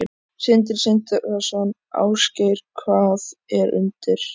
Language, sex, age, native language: Icelandic, male, 14, Icelandic